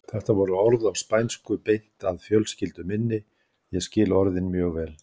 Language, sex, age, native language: Icelandic, male, 60-69, Icelandic